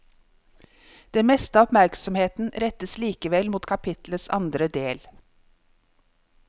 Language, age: Norwegian, 50